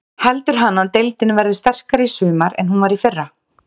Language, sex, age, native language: Icelandic, female, 30-39, Icelandic